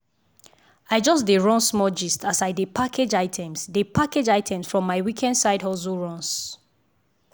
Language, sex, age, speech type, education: Nigerian Pidgin, female, 15-29, spontaneous, tertiary